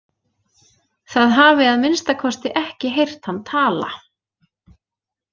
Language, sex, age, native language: Icelandic, female, 30-39, Icelandic